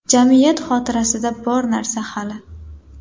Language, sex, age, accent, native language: Uzbek, female, 18-24, Samarqand, Uzbek